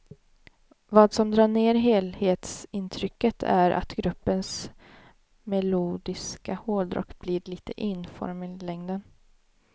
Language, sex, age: Swedish, female, 18